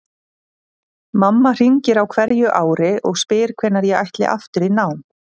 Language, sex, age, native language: Icelandic, female, 30-39, Icelandic